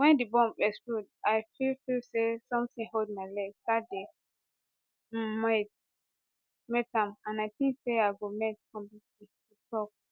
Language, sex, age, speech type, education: Nigerian Pidgin, female, 15-29, spontaneous, tertiary